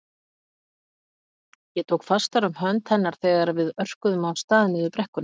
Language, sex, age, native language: Icelandic, female, 50-59, Icelandic